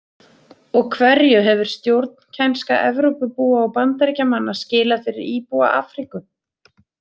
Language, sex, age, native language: Icelandic, female, 30-39, Icelandic